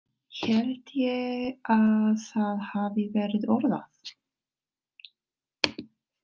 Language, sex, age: Icelandic, female, 30-39